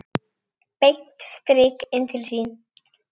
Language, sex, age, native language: Icelandic, female, 8, Icelandic